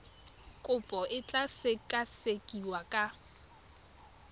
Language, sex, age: Tswana, female, 21